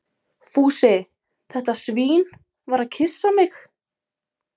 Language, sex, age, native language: Icelandic, female, 20-29, Polish